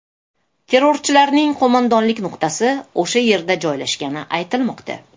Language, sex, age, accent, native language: Uzbek, female, 35+, Toshkent shahri, Uzbek